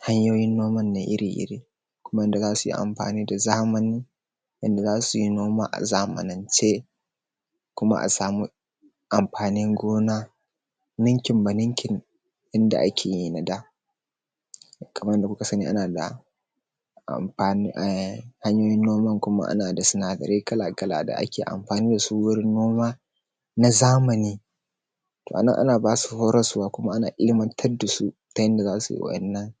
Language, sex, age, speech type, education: Hausa, male, 15-29, spontaneous, secondary